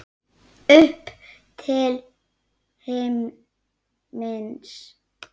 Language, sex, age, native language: Icelandic, female, 9, Icelandic